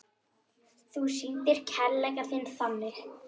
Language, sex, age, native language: Icelandic, female, 10, Icelandic